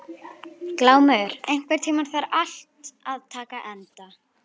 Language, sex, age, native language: Icelandic, female, 11, Icelandic